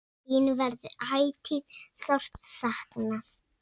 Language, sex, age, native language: Icelandic, female, 6, Icelandic